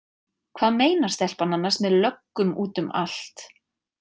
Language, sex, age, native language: Icelandic, female, 30-39, Icelandic